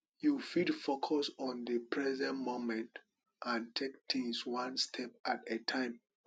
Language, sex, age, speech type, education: Nigerian Pidgin, male, 30-45, spontaneous, tertiary